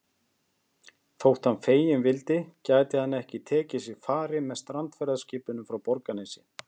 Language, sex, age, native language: Icelandic, male, 50-59, Icelandic